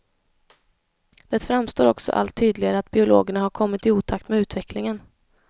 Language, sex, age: Swedish, female, 21